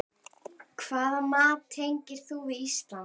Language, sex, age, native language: Icelandic, female, 11, Icelandic